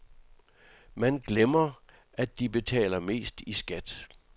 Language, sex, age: Danish, male, 66